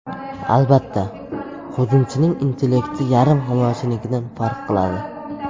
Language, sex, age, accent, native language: Uzbek, male, under 19, Samarqand, Uzbek